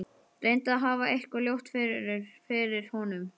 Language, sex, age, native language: Icelandic, male, 12, Icelandic